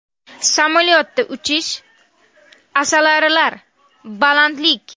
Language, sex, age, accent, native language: Uzbek, female, 19-29, Namangan, Uzbek